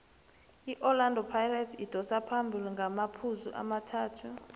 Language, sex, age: South Ndebele, female, 23